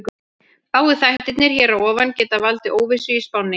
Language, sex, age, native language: Icelandic, female, 30-39, Icelandic